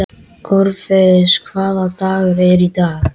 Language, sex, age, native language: Icelandic, male, 13, Icelandic